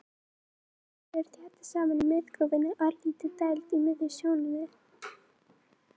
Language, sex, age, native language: Icelandic, female, 18-19, Icelandic